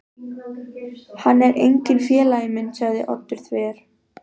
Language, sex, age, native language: Icelandic, female, 12, Icelandic